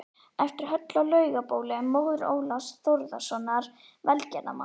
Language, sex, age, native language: Icelandic, female, 11, Icelandic